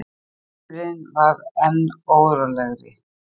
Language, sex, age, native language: Icelandic, female, 50-59, Icelandic